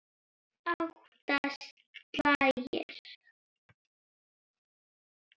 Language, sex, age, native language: Icelandic, female, 9, Icelandic